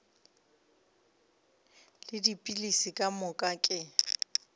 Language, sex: Northern Sotho, female